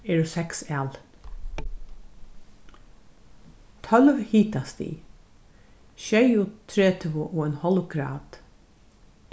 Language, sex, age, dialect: Faroese, female, 61+, Norðurstreymoy/Eysturoy